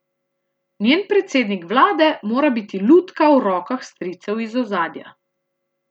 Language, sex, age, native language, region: Slovenian, female, 30-49, Slovenian, Central Slovenia